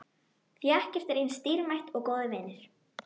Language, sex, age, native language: Icelandic, female, 12, Icelandic